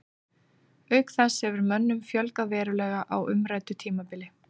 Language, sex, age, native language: Icelandic, female, 30-39, Icelandic